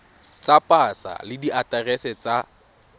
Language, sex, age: Tswana, male, 22